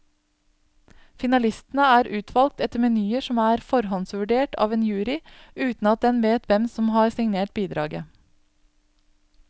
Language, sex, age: Norwegian, female, 27